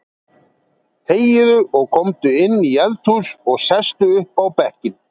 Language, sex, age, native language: Icelandic, male, 40-49, Icelandic